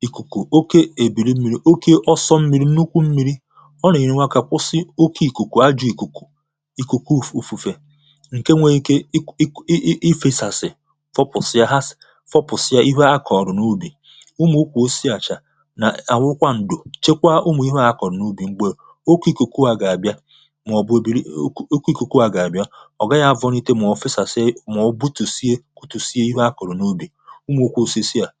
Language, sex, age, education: Igbo, male, 30-45, tertiary